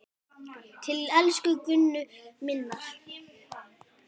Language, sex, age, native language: Icelandic, male, 10, Icelandic